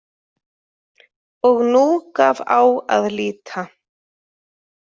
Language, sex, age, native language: Icelandic, female, 30-39, Icelandic